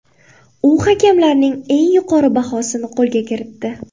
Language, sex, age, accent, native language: Uzbek, female, 18-24, Qoraqalpog'iston, Uzbek